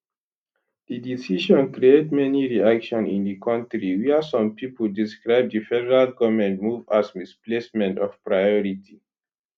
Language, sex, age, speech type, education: Nigerian Pidgin, male, 15-29, spontaneous, tertiary